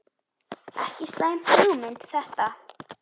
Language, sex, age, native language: Icelandic, female, 10, Icelandic